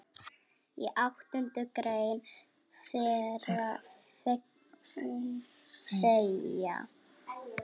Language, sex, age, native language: Icelandic, female, 6, Icelandic